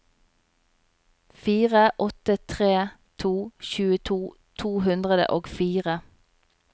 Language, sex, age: Norwegian, female, 27